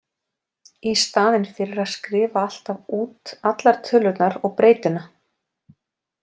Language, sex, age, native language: Icelandic, female, 40-49, Icelandic